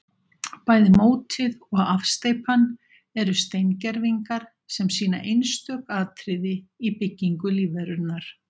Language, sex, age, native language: Icelandic, female, 60-69, Icelandic